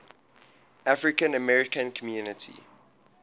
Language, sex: English, male